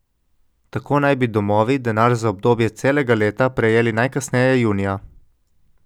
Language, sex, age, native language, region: Slovenian, male, 18-29, Slovenian, Coastal Karst region